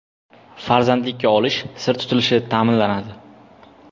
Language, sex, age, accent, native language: Uzbek, male, 12-17, Jizzax, Uzbek